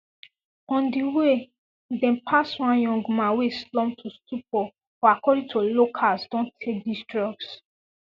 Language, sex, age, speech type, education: Nigerian Pidgin, female, 15-29, spontaneous, secondary